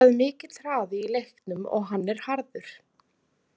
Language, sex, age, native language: Icelandic, female, 30-39, Icelandic